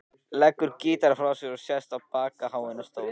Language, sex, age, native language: Icelandic, male, 14, Icelandic